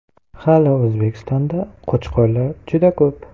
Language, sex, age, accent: Uzbek, male, 18-24, Qoraqalpog'iston